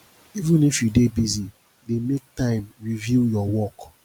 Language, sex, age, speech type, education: Nigerian Pidgin, male, 30-45, spontaneous, tertiary